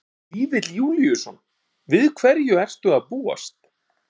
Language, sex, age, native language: Icelandic, male, 30-39, Icelandic